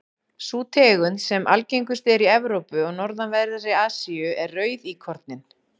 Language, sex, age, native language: Icelandic, female, 40-49, Icelandic